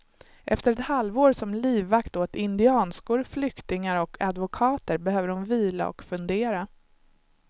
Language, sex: Swedish, male